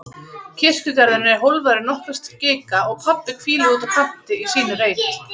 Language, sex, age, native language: Icelandic, female, 30-39, Icelandic